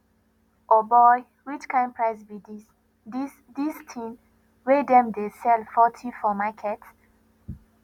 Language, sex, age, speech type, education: Nigerian Pidgin, female, 15-29, spontaneous, tertiary